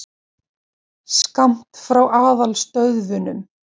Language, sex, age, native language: Icelandic, female, 40-49, Icelandic